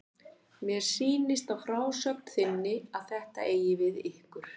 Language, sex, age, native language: Icelandic, female, 50-59, Icelandic